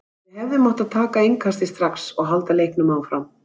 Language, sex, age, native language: Icelandic, female, 60-69, Icelandic